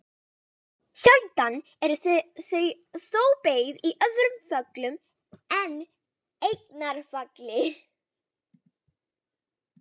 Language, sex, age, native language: Icelandic, female, 18-19, Icelandic